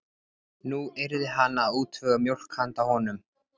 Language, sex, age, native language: Icelandic, male, 14, Icelandic